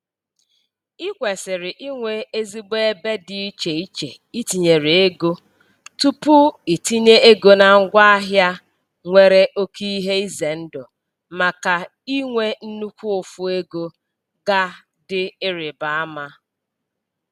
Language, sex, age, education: Igbo, female, 46-60, tertiary